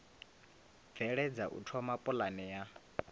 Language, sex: Venda, male